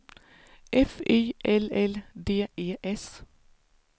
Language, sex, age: Swedish, female, 49